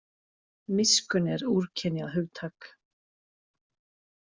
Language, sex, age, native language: Icelandic, female, 40-49, Icelandic